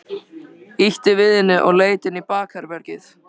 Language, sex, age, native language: Icelandic, male, 13, Icelandic